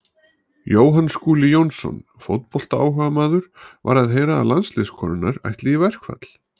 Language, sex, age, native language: Icelandic, male, 40-49, Icelandic